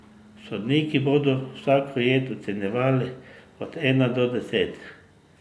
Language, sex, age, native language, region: Slovenian, male, 50-59, Slovenian, Drava region